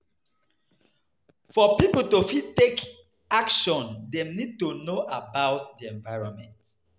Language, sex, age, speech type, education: Nigerian Pidgin, male, 30-45, spontaneous, tertiary